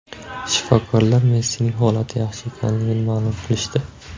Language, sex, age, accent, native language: Uzbek, male, 18-24, Surxondaryo, Uzbek